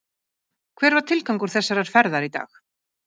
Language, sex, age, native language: Icelandic, female, 50-59, Icelandic